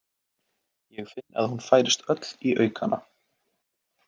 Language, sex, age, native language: Icelandic, male, 18-19, Icelandic